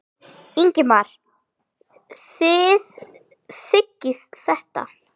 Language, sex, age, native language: Icelandic, female, 9, Icelandic